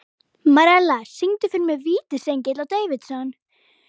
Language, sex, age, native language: Icelandic, female, 11, Icelandic